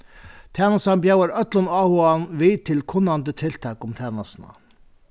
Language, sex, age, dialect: Faroese, male, 61+, Vágar